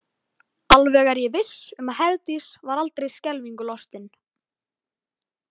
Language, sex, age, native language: Icelandic, male, 18-19, Icelandic